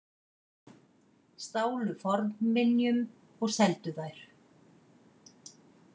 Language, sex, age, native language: Icelandic, female, 50-59, Icelandic